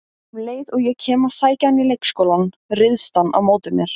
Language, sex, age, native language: Icelandic, female, 17, Icelandic